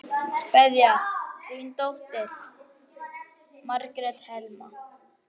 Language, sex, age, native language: Icelandic, male, 9, Icelandic